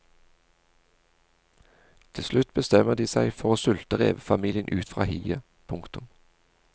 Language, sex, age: Norwegian, male, 40